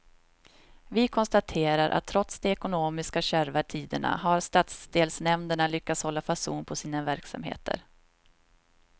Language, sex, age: Swedish, female, 26